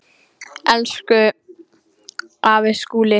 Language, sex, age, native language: Icelandic, female, 9, Icelandic